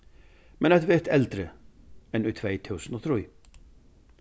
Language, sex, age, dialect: Faroese, male, 61+, Vágar